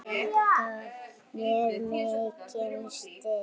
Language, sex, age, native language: Icelandic, female, 9, Icelandic